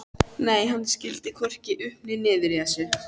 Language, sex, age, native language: Icelandic, female, 13, Icelandic